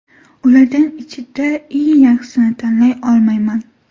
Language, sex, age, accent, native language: Uzbek, female, 18-24, Toshkent viloyati, Uzbek